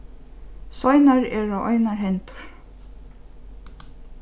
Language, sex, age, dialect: Faroese, female, 15-35, Norðurstreymoy/Eysturoy